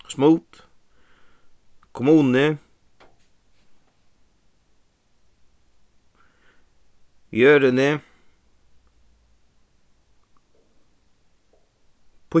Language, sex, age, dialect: Faroese, male, 15-35, Suðuroy